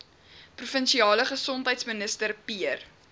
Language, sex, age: Afrikaans, female, 21